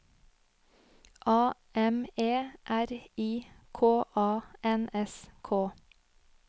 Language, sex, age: Norwegian, female, 25